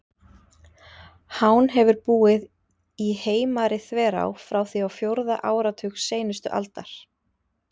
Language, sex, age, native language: Icelandic, female, 30-39, Icelandic